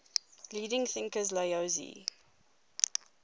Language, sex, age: English, female, 22